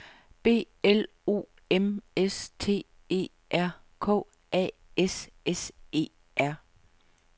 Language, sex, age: Danish, female, 55